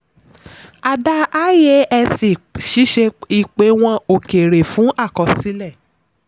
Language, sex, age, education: Yoruba, female, 30-45, tertiary